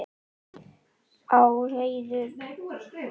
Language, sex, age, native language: Icelandic, male, 9, Icelandic